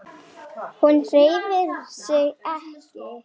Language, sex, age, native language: Icelandic, female, 10, Lithuanian